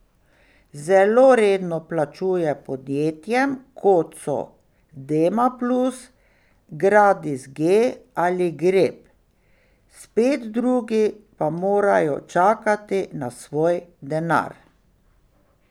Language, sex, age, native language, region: Slovenian, female, 60+, Slovenian, Pomurje region